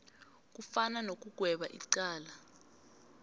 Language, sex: South Ndebele, female